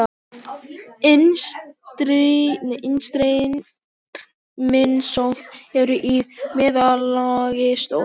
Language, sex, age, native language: Icelandic, male, 18-19, Icelandic